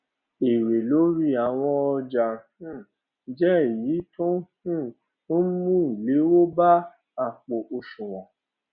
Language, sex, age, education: Yoruba, male, 30-45, tertiary